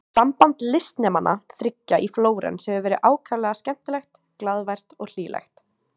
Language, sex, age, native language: Icelandic, female, 18-19, Icelandic